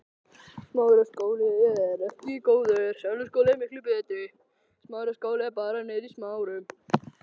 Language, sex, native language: Icelandic, other, Icelandic